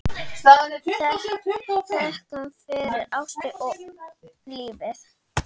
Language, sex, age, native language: Icelandic, female, 9, Icelandic